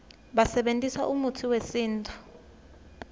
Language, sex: Swati, female